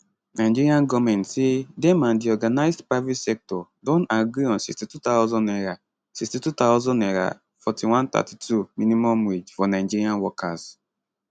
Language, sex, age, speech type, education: Nigerian Pidgin, male, 15-29, spontaneous, tertiary